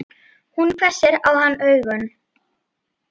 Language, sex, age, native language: Icelandic, female, 8, Icelandic